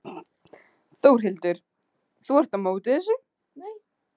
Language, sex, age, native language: Icelandic, female, 15, Icelandic